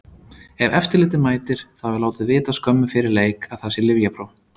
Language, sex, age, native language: Icelandic, male, 30-39, Icelandic